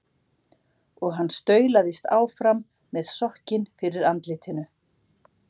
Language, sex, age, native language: Icelandic, female, 60-69, Icelandic